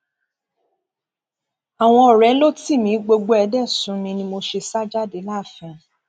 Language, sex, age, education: Yoruba, female, 15-29, tertiary